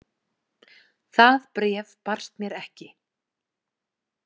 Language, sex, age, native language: Icelandic, female, 20-29, Icelandic